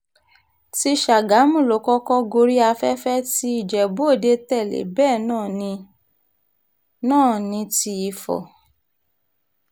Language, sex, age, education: Yoruba, female, 30-45, tertiary